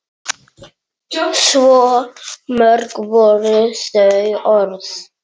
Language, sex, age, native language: Icelandic, male, 9, Icelandic